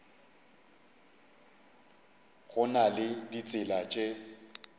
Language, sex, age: Northern Sotho, male, 35